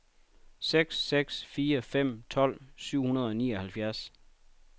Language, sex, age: Danish, male, 31